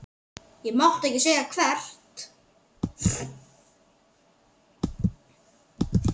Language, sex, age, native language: Icelandic, female, 9, Icelandic